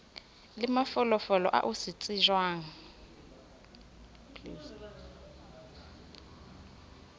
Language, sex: Southern Sotho, female